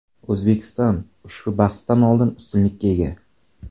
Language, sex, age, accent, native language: Uzbek, male, 25-34, Samarqand, Uzbek